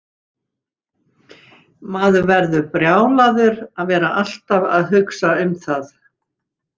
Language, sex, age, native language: Icelandic, female, 60-69, Icelandic